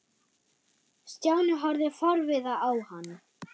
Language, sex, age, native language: Icelandic, female, 9, German